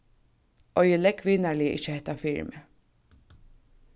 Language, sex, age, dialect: Faroese, female, 15-35, Suðurstreymoy